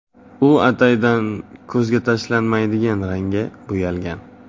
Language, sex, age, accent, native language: Uzbek, male, 18-24, Navoiy, Uzbek